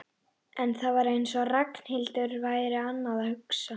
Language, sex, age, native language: Icelandic, female, 12, Icelandic